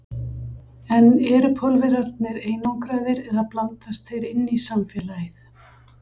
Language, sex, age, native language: Icelandic, female, 50-59, Icelandic